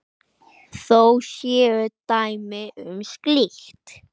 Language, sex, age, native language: Icelandic, male, 9, Icelandic